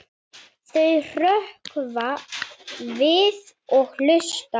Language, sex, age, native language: Icelandic, male, 9, Icelandic